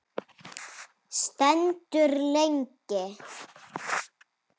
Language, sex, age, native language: Icelandic, female, 7, Icelandic